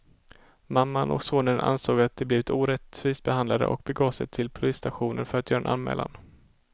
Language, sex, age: Swedish, male, 18